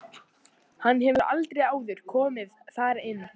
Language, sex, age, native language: Icelandic, male, 14, Icelandic